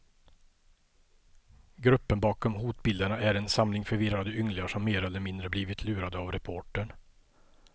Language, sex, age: Swedish, male, 50